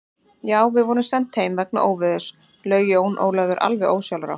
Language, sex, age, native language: Icelandic, female, 30-39, Icelandic